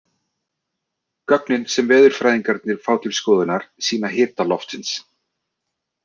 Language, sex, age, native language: Icelandic, male, 30-39, Icelandic